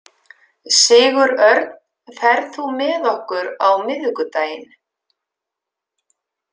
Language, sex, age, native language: Icelandic, female, 50-59, Icelandic